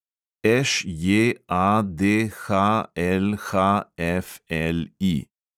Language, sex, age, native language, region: Slovenian, male, 30-49, Slovenian, Central Slovenia